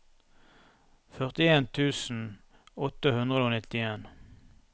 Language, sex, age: Norwegian, male, 32